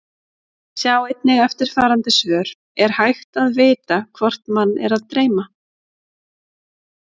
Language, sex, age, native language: Icelandic, female, 30-39, Icelandic